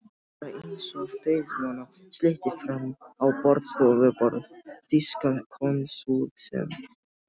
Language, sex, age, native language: Icelandic, male, 12, Icelandic